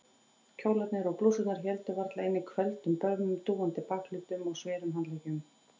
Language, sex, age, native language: Icelandic, female, 40-49, Icelandic